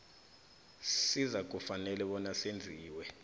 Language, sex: South Ndebele, male